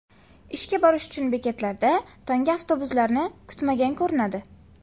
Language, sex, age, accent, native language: Uzbek, female, 18-24, Farg'ona, Uzbek